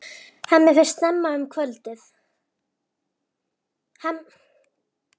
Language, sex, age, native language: Icelandic, female, 11, Icelandic